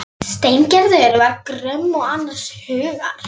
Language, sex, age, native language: Icelandic, female, 11, Polish